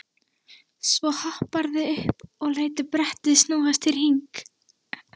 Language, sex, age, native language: Icelandic, female, 13, Icelandic